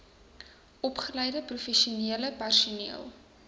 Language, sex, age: Afrikaans, female, 19